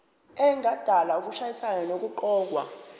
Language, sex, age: Zulu, male, 29